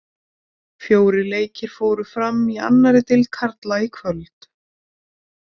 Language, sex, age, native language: Icelandic, female, 20-29, Icelandic